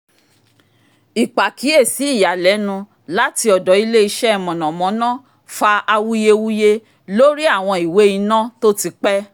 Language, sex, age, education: Yoruba, female, 46-60, tertiary